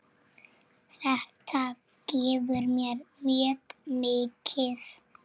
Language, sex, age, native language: Icelandic, female, 7, Icelandic